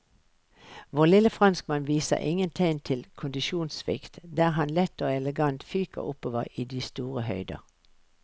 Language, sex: Norwegian, female